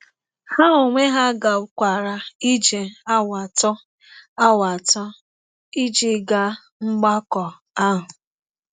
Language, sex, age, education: Igbo, female, 30-45, tertiary